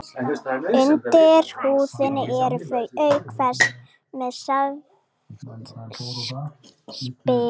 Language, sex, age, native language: Icelandic, female, 40-49, Icelandic